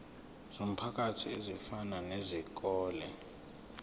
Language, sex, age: Zulu, male, 21